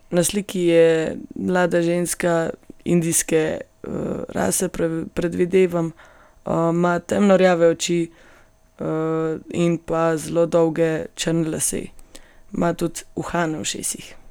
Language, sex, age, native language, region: Slovenian, female, 18-29, Slovenian, Gorenjska region